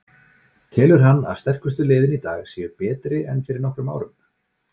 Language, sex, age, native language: Icelandic, male, 40-49, Icelandic